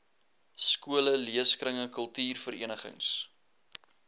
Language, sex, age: Afrikaans, male, 21